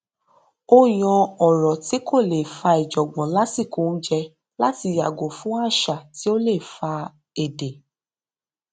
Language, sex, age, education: Yoruba, female, 15-29, tertiary